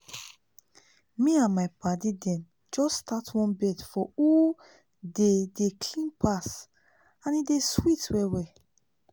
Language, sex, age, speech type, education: Nigerian Pidgin, female, 30-45, spontaneous, tertiary